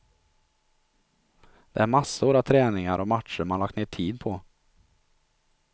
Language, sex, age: Swedish, male, 43